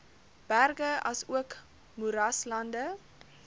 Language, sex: Afrikaans, female